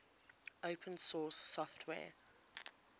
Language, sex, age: English, female, 20